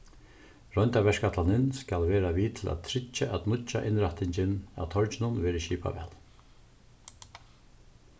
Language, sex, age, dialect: Faroese, male, 36-60, Suðurstreymoy